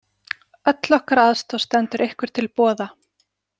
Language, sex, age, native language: Icelandic, female, 40-49, Icelandic